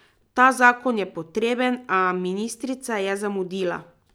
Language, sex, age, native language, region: Slovenian, female, 30-49, Slovenian, Drava region